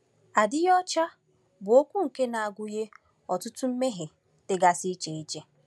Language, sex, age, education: Igbo, female, 15-29, tertiary